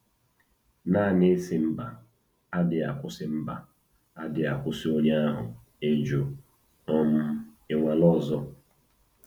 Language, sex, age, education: Igbo, male, 30-45, tertiary